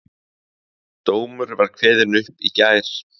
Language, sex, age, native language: Icelandic, male, 20-29, Icelandic